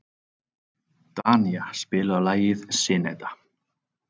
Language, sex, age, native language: Icelandic, male, 30-39, Icelandic